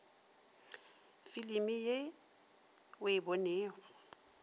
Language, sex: Northern Sotho, female